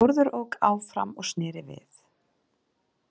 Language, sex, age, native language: Icelandic, female, 40-49, Icelandic